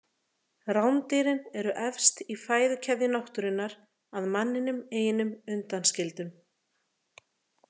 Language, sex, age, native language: Icelandic, female, 30-39, Icelandic